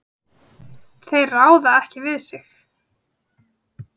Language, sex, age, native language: Icelandic, female, 30-39, Icelandic